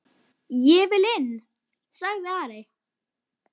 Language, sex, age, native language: Icelandic, female, 10, Icelandic